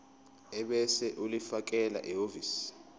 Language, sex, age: Zulu, male, 25